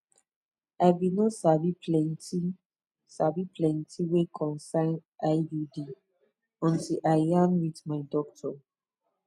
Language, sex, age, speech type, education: Nigerian Pidgin, female, 15-29, spontaneous, tertiary